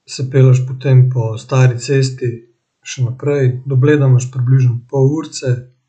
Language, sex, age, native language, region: Slovenian, male, 18-29, Slovenian, Central Slovenia